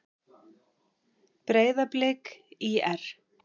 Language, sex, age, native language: Icelandic, female, 50-59, Icelandic